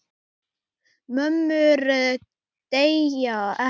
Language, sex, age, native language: Icelandic, male, 8, Icelandic